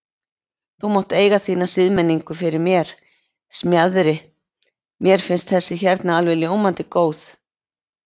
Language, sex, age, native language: Icelandic, female, 20-29, Icelandic